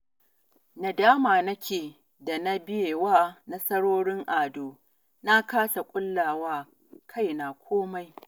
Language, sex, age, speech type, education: Hausa, female, 30-45, spontaneous, tertiary